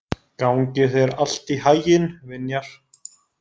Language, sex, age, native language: Icelandic, male, 20-29, Icelandic